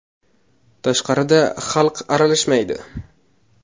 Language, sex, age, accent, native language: Uzbek, male, 18-24, Navoiy, Uzbek